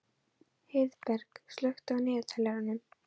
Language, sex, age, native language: Icelandic, female, 12, Icelandic